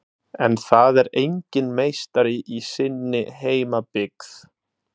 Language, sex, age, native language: Icelandic, male, 30-39, Italian